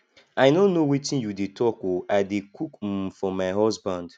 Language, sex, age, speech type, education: Nigerian Pidgin, male, 15-29, spontaneous, tertiary